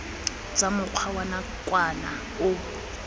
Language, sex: Tswana, female